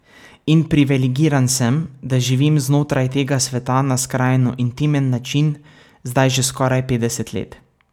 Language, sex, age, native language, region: Slovenian, male, 18-29, Slovenian, Savinja region